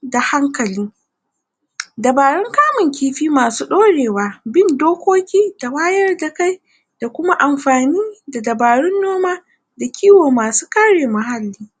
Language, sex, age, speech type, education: Hausa, female, 60+, spontaneous, tertiary